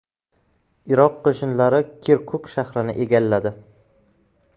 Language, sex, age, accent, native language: Uzbek, male, 18-24, Buxoro, Uzbek